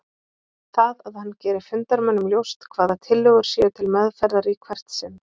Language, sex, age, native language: Icelandic, female, 30-39, Icelandic